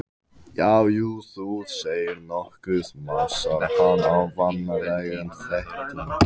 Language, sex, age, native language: Icelandic, male, 15, Icelandic